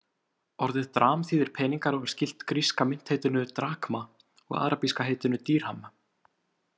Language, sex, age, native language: Icelandic, male, 18-19, Icelandic